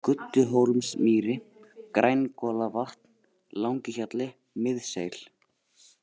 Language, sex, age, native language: Icelandic, male, 18-19, Icelandic